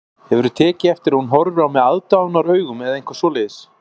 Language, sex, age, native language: Icelandic, male, 40-49, Icelandic